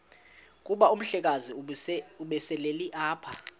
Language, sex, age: Xhosa, male, 35